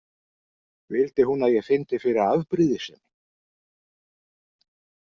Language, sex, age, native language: Icelandic, male, 40-49, Icelandic